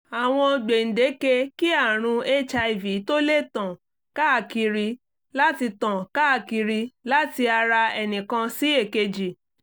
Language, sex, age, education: Yoruba, female, 30-45, tertiary